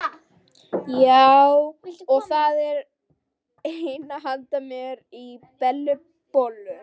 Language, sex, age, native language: Icelandic, female, 12, Icelandic